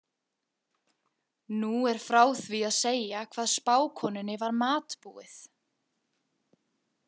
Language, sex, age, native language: Icelandic, female, 20-29, Icelandic